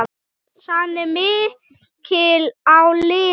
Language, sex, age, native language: Icelandic, male, 6, Icelandic